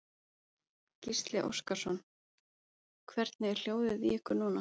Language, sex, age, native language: Icelandic, female, 30-39, Icelandic